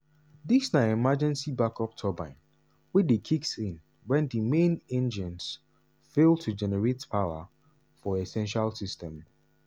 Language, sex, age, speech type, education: Nigerian Pidgin, male, 15-29, spontaneous, tertiary